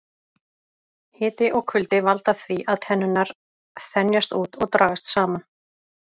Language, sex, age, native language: Icelandic, female, 30-39, Icelandic